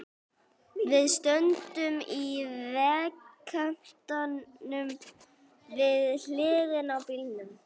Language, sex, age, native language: Icelandic, other, 11, Icelandic